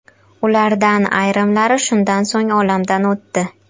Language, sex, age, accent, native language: Uzbek, female, 12-17, Qashqadaryo, Uzbek